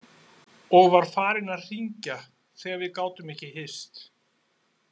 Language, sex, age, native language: Icelandic, male, 40-49, Icelandic